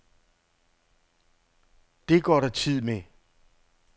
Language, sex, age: Danish, male, 48